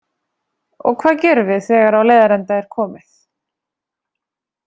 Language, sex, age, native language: Icelandic, female, 30-39, Icelandic